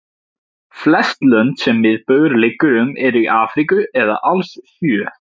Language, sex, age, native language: Icelandic, male, 17, Icelandic